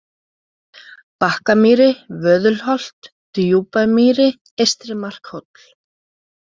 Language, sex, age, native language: Icelandic, female, 40-49, Icelandic